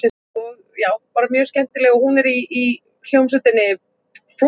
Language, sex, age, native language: Icelandic, male, 14, Icelandic